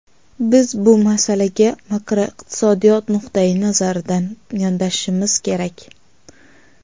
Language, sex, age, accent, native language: Uzbek, female, 19-29, Qashqadaryo, Uzbek